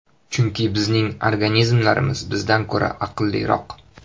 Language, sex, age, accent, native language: Uzbek, male, 18-24, Toshkent shahri, Uzbek